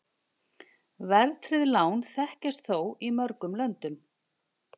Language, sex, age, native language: Icelandic, female, 50-59, Icelandic